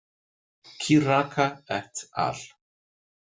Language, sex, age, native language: Icelandic, male, 40-49, Icelandic